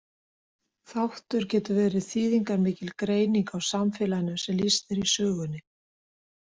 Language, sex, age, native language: Icelandic, female, 60-69, Icelandic